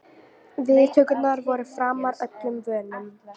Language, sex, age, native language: Icelandic, female, 18-19, Icelandic